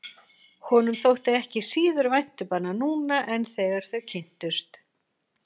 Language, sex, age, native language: Icelandic, female, 40-49, Icelandic